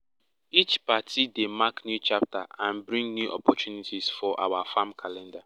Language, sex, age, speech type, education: Nigerian Pidgin, male, 15-29, spontaneous, secondary